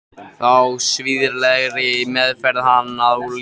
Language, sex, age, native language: Icelandic, male, 13, Icelandic